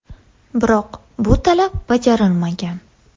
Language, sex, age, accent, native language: Uzbek, female, 18-24, Andijon, Uzbek